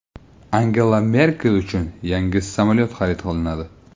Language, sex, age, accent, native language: Uzbek, male, 25-34, Buxoro, Uzbek